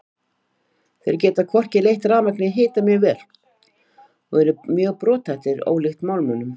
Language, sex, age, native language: Icelandic, female, 50-59, Icelandic